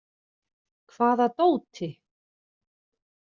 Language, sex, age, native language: Icelandic, female, 40-49, Icelandic